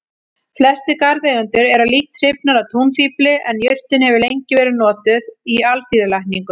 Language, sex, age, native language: Icelandic, female, 40-49, Icelandic